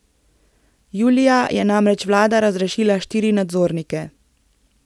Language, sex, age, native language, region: Slovenian, female, 18-29, Slovenian, Central Slovenia